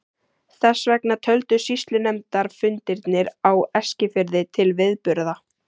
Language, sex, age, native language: Icelandic, female, 14, Icelandic